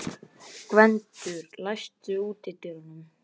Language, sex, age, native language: Icelandic, female, 11, Icelandic